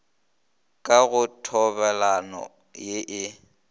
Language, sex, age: Northern Sotho, male, 21